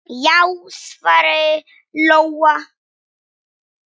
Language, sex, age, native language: Icelandic, male, 9, Polish